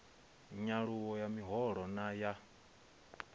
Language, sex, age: Venda, male, 22